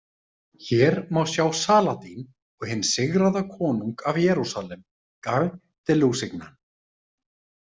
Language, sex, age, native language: Icelandic, male, 30-39, Icelandic